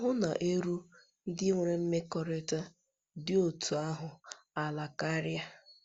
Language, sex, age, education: Igbo, female, 15-29, tertiary